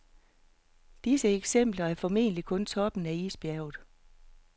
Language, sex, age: Danish, female, 48